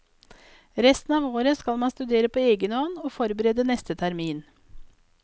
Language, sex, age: Norwegian, female, 42